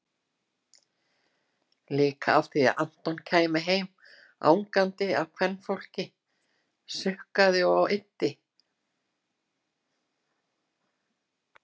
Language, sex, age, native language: Icelandic, female, 60-69, Icelandic